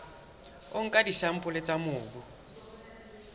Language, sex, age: Southern Sotho, male, 21